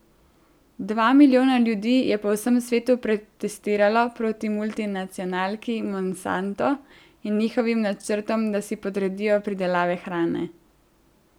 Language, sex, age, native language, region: Slovenian, female, 18-29, Slovenian, Central Slovenia